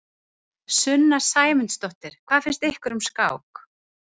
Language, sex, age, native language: Icelandic, female, 30-39, Icelandic